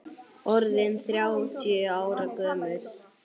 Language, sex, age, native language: Icelandic, male, 9, Icelandic